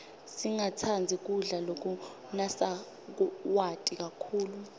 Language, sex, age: Swati, female, 25